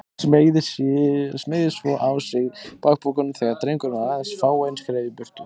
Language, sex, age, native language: Icelandic, male, 20-29, Icelandic